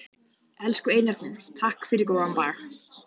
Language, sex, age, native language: Icelandic, male, 14, Icelandic